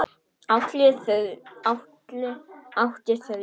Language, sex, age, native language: Icelandic, male, 9, Icelandic